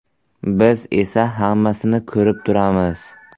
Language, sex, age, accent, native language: Uzbek, male, 18-24, Buxoro, Uzbek